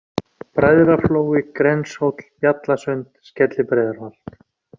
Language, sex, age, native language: Icelandic, male, 40-49, Icelandic